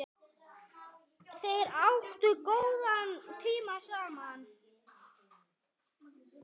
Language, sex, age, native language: Icelandic, male, 9, Icelandic